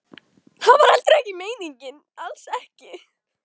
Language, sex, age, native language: Icelandic, female, 13, Icelandic